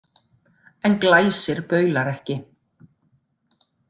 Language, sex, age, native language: Icelandic, female, 40-49, Icelandic